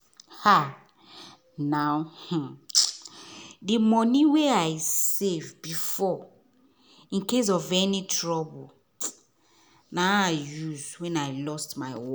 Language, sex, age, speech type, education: Nigerian Pidgin, female, 30-45, spontaneous, tertiary